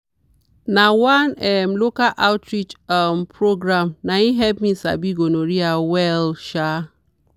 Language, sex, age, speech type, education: Nigerian Pidgin, female, 30-45, spontaneous, tertiary